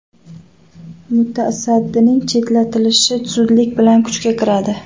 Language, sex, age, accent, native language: Uzbek, female, 25-34, Toshkent viloyati, Uzbek